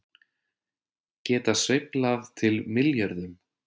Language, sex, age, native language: Icelandic, male, 30-39, Icelandic